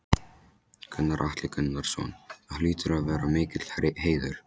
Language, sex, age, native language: Icelandic, male, 13, Polish